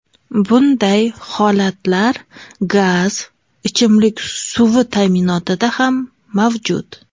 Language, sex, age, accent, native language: Uzbek, female, 30-39, Qoraqalpog'iston, Uzbek